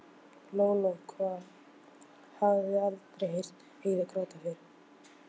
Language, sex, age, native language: Icelandic, male, 12, Icelandic